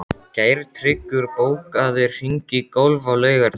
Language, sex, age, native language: Icelandic, male, 12, Icelandic